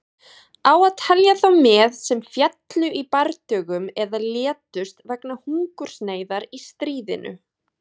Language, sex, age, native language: Icelandic, female, 20-29, Icelandic